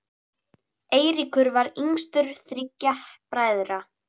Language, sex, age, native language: Icelandic, female, 9, Icelandic